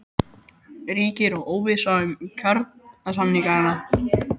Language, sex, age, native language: Icelandic, male, 12, Icelandic